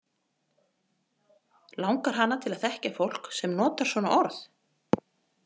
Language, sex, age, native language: Icelandic, female, 40-49, Icelandic